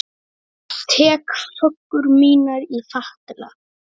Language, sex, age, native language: Icelandic, male, 8, Icelandic